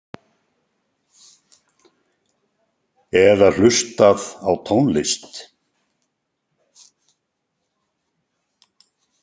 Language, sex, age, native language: Icelandic, male, 70-79, Icelandic